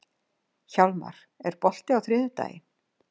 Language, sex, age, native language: Icelandic, female, 60-69, Icelandic